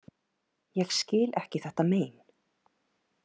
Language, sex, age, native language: Icelandic, female, 30-39, Icelandic